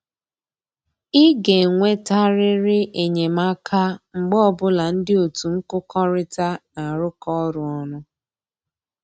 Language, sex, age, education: Igbo, female, 30-45, tertiary